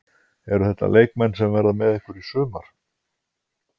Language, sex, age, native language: Icelandic, male, 50-59, Icelandic